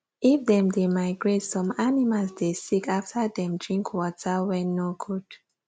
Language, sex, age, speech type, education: Nigerian Pidgin, female, 15-29, spontaneous, tertiary